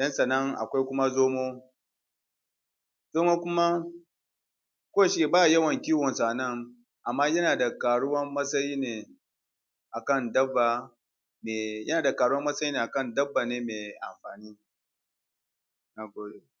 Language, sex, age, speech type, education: Hausa, male, 30-45, spontaneous, tertiary